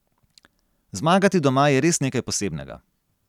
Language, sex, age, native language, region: Slovenian, male, 30-49, Slovenian, Gorenjska region